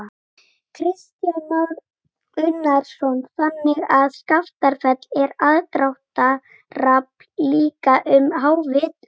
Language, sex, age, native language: Icelandic, female, 18-19, Icelandic